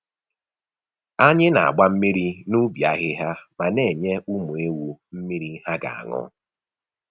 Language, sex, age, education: Igbo, male, 15-29, tertiary